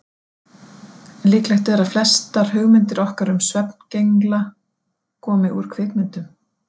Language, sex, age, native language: Icelandic, female, 40-49, Icelandic